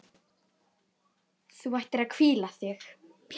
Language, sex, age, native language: Icelandic, female, 10, Icelandic